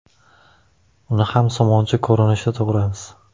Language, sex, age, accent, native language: Uzbek, male, 18-24, Toshkent shahri, Uzbek